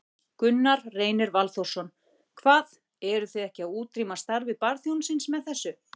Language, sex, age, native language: Icelandic, female, 40-49, Icelandic